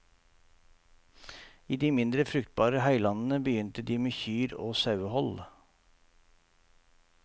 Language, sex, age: Norwegian, male, 48